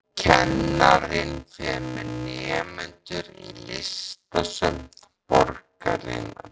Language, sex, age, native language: Icelandic, male, 14, Icelandic